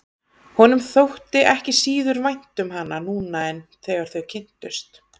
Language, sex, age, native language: Icelandic, female, 30-39, Icelandic